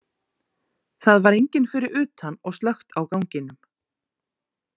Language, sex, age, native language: Icelandic, female, 40-49, Icelandic